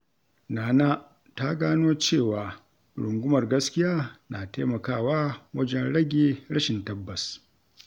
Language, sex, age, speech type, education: Hausa, male, 60+, read, tertiary